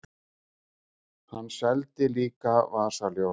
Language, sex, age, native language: Icelandic, male, 50-59, Icelandic